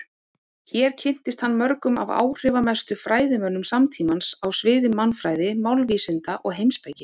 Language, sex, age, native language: Icelandic, female, 18-19, Icelandic